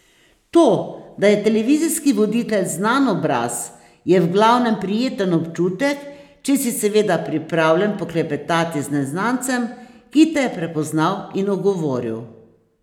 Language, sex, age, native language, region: Slovenian, female, 60+, Slovenian, Posavska region